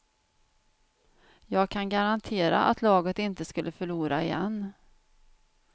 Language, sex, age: Swedish, female, 49